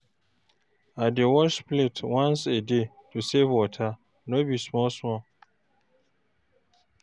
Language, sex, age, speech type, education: Nigerian Pidgin, male, 46-60, read, tertiary